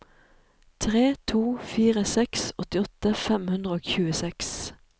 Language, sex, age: Norwegian, female, 37